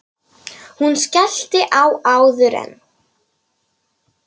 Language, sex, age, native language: Icelandic, male, 9, Polish